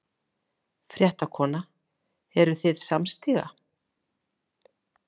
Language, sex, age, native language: Icelandic, female, 40-49, Icelandic